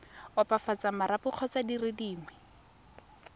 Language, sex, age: Tswana, female, 18